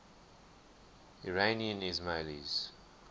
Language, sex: English, male